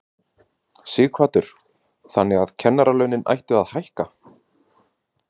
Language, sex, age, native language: Icelandic, male, 30-39, Icelandic